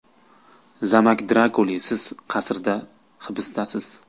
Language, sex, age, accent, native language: Uzbek, male, 19-29, Qashqadaryo, Uzbek